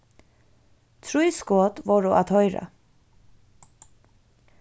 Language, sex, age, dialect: Faroese, female, 15-35, Suðurstreymoy